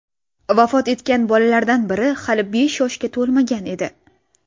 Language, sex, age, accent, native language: Uzbek, female, 19-29, Toshkent viloyati, Russian